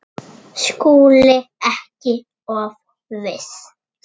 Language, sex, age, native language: Icelandic, male, 6, Icelandic